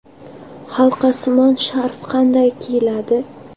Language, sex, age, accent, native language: Uzbek, female, 18-24, Andijon, Uzbek